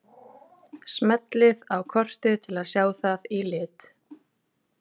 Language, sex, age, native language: Icelandic, female, 30-39, Icelandic